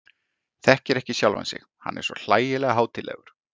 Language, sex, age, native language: Icelandic, male, 40-49, Icelandic